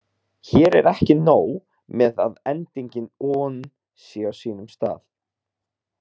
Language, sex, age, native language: Icelandic, male, 30-39, Icelandic